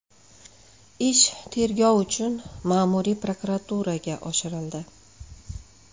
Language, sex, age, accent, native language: Uzbek, female, 35+, Andijon, Uzbek